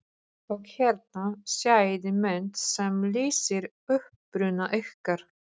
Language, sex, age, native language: Icelandic, female, 40-49, Polish